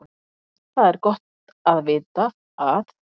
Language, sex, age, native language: Icelandic, female, 50-59, Icelandic